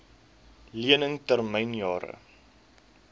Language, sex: Afrikaans, male